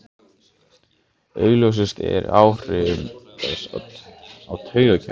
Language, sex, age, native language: Icelandic, male, 15, Icelandic